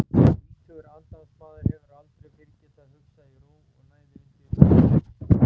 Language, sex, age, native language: Icelandic, male, 40-49, Icelandic